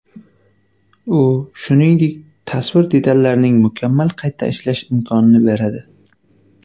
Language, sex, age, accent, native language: Uzbek, male, 19-29, Qashqadaryo, Uzbek